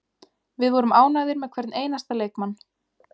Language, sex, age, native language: Icelandic, female, 20-29, Icelandic